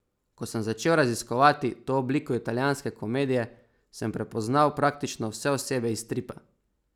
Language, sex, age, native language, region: Slovenian, male, 18-29, Slovenian, Savinja region